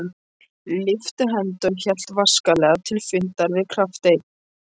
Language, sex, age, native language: Icelandic, male, 20-29, English